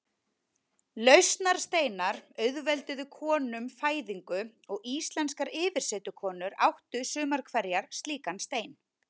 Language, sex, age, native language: Icelandic, female, 30-39, Icelandic